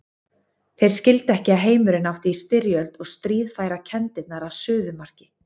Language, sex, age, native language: Icelandic, female, 30-39, Icelandic